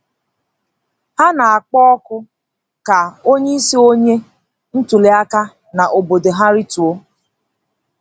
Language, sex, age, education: Igbo, female, 15-29, tertiary